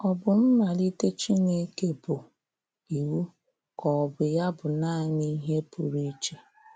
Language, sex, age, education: Igbo, female, 30-45, tertiary